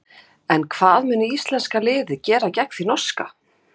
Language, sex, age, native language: Icelandic, female, 50-59, Icelandic